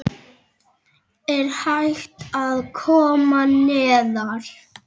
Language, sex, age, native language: Icelandic, male, 7, Icelandic